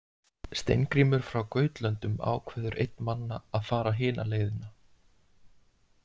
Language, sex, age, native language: Icelandic, male, 20-29, Icelandic